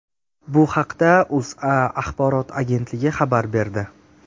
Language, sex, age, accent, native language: Uzbek, male, 18-24, Jizzax, Uzbek